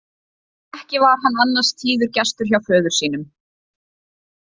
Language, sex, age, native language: Icelandic, female, 20-29, Icelandic